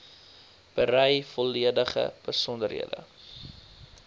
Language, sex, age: Afrikaans, male, 22